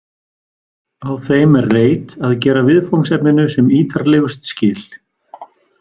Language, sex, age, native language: Icelandic, male, 40-49, Icelandic